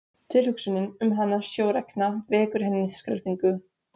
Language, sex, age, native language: Icelandic, female, 16, Polish